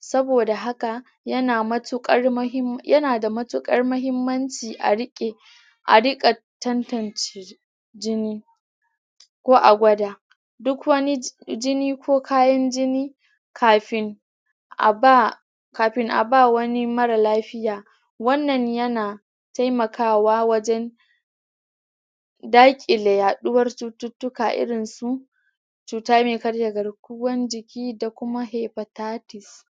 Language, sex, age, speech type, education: Hausa, female, 30-45, spontaneous, tertiary